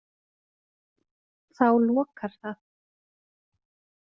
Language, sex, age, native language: Icelandic, female, 30-39, Icelandic